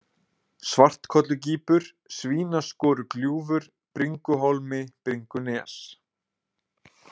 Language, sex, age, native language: Icelandic, male, 20-29, Icelandic